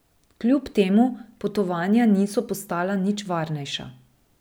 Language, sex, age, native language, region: Slovenian, female, 30-49, Slovenian, Drava region